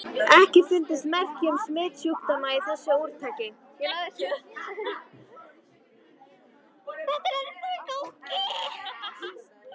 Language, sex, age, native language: Icelandic, female, 13, Icelandic